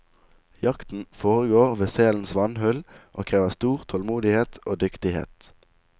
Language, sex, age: Norwegian, male, 19